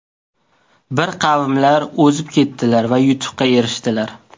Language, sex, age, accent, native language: Uzbek, male, 18-24, Toshkent viloyati, Uzbek